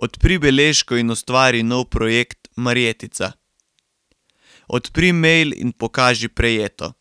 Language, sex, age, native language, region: Slovenian, male, 18-29, Slovenian, Carinthia region